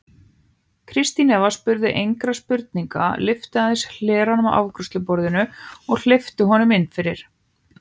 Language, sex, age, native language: Icelandic, female, 18-19, Icelandic